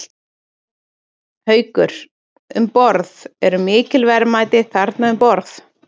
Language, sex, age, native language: Icelandic, female, 30-39, Icelandic